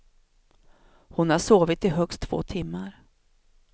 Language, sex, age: Swedish, female, 42